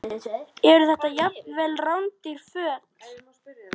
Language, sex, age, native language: Icelandic, male, 9, Icelandic